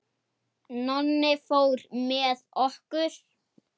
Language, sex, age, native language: Icelandic, male, 8, Icelandic